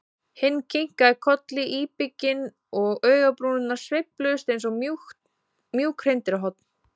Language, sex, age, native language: Icelandic, female, 20-29, Icelandic